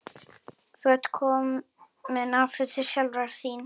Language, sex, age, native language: Icelandic, female, 11, Icelandic